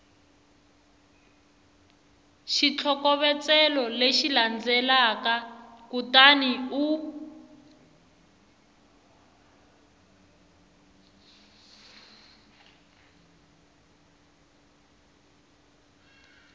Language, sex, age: Tsonga, female, 21